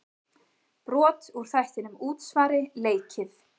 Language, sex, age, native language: Icelandic, female, 30-39, Icelandic